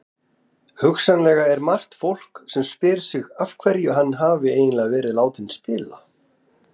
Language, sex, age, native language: Icelandic, female, 30-39, Icelandic